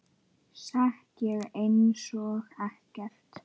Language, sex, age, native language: Icelandic, male, 9, Icelandic